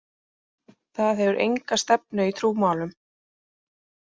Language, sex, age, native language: Icelandic, female, 30-39, Icelandic